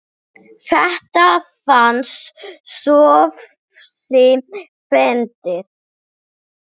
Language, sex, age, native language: Icelandic, female, 7, English